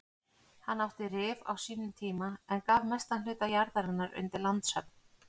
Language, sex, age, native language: Icelandic, female, 40-49, Icelandic